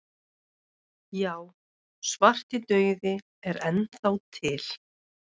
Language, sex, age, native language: Icelandic, female, 30-39, Icelandic